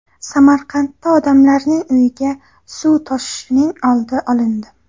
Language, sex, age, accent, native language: Uzbek, female, under 19, Xorazm, Uzbek